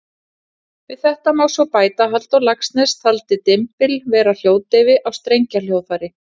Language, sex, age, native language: Icelandic, female, 40-49, Icelandic